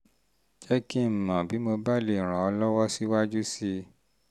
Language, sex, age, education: Yoruba, male, 30-45, tertiary